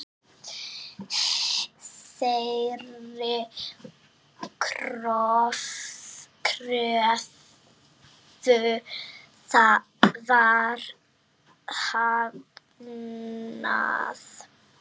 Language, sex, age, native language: Icelandic, female, 7, Icelandic